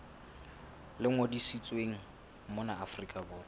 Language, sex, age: Southern Sotho, male, 22